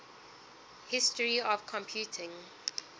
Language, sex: English, female